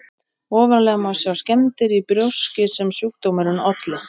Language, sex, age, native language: Icelandic, male, 20-29, Icelandic